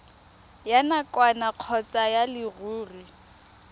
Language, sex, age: Tswana, female, 20